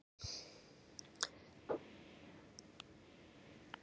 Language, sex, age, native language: Icelandic, female, 20-29, Icelandic